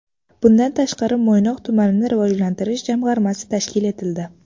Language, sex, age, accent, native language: Uzbek, female, under 19, Toshkent shahri, Uzbek